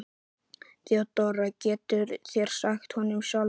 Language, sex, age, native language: Icelandic, male, 11, Icelandic